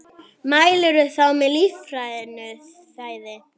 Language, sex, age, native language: Icelandic, female, 9, Icelandic